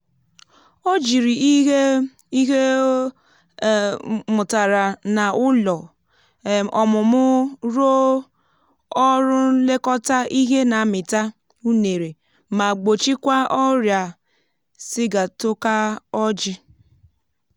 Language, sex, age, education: Igbo, female, 15-29, tertiary